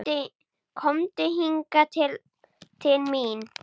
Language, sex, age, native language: Icelandic, male, 9, Icelandic